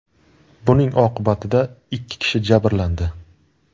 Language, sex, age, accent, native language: Uzbek, male, 19-29, Surxondaryo, Uzbek